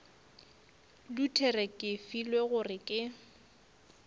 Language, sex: Northern Sotho, female